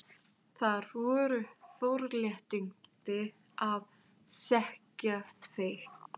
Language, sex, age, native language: Icelandic, female, 18-19, Thai